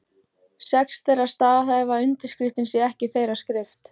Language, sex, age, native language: Icelandic, female, 14, Icelandic